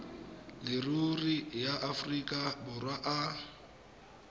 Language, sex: Tswana, male